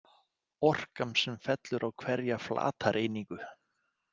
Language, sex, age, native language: Icelandic, male, 40-49, Icelandic